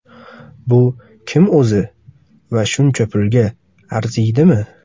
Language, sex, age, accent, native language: Uzbek, male, 25-34, Farg'ona, Uzbek